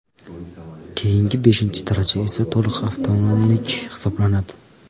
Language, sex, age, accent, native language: Uzbek, male, 18-24, Farg'ona, Uzbek